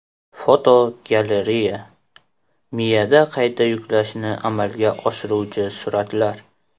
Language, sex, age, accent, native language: Uzbek, male, 18-24, Qashqadaryo, Uzbek